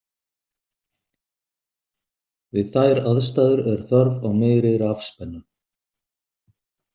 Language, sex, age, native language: Icelandic, male, 50-59, Icelandic